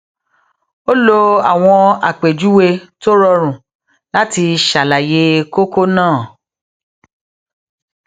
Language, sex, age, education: Yoruba, female, 30-45, tertiary